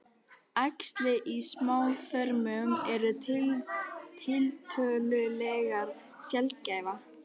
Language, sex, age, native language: Icelandic, female, 12, Icelandic